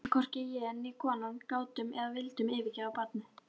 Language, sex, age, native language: Icelandic, female, 12, Icelandic